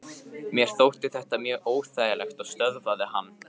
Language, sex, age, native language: Icelandic, male, 15, Icelandic